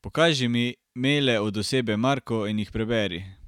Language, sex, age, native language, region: Slovenian, male, 18-29, Slovenian, Carinthia region